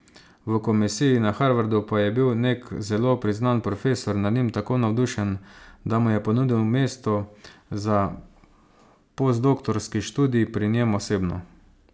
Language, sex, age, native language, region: Slovenian, male, 30-49, Slovenian, Savinja region